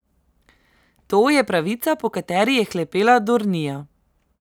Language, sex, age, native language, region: Slovenian, female, 18-29, Slovenian, Central Slovenia